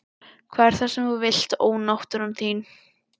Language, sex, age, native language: Icelandic, male, 12, Icelandic